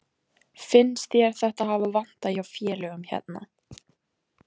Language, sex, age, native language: Icelandic, female, 14, Icelandic